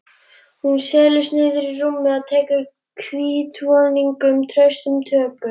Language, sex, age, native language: Icelandic, female, 11, Icelandic